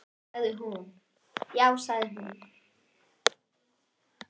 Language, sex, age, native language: Icelandic, male, 10, Icelandic